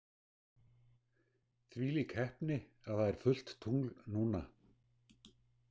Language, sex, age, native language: Icelandic, male, 60-69, Icelandic